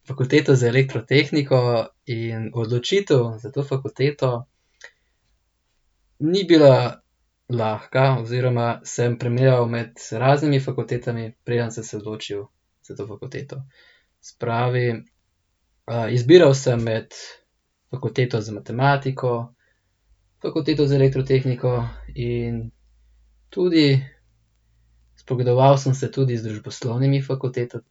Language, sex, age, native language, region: Slovenian, male, 18-29, Slovenian, Central Slovenia